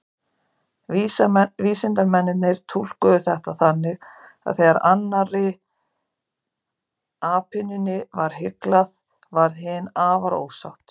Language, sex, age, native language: Icelandic, female, 50-59, Icelandic